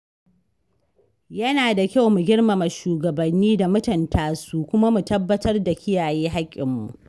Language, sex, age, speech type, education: Hausa, female, 15-29, read, tertiary